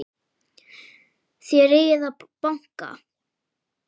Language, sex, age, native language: Icelandic, male, 10, Icelandic